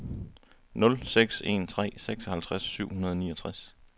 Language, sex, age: Danish, male, 23